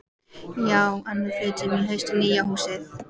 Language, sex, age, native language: Icelandic, female, 14, Icelandic